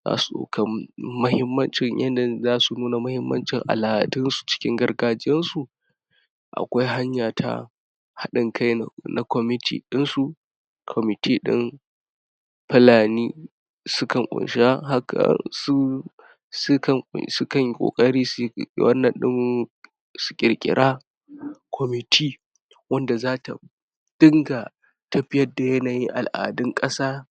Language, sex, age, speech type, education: Hausa, male, 46-60, spontaneous, tertiary